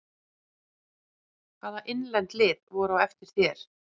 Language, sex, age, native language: Icelandic, female, 40-49, Icelandic